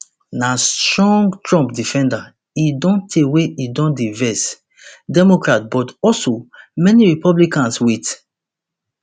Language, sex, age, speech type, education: Nigerian Pidgin, male, 30-45, spontaneous, tertiary